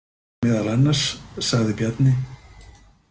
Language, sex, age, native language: Icelandic, male, 50-59, Icelandic